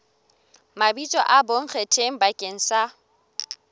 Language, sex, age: Southern Sotho, female, 18